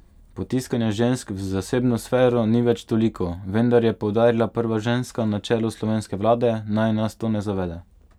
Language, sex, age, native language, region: Slovenian, male, 18-29, Slovenian, Pomurje region